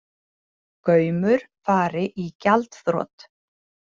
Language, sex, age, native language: Icelandic, female, 40-49, Icelandic